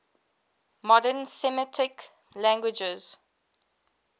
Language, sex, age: English, female, 22